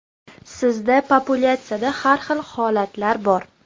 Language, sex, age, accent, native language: Uzbek, female, 19-29, Namangan, Uzbek